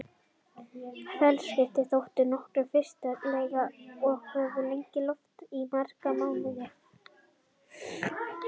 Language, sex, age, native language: Icelandic, male, 30-39, Icelandic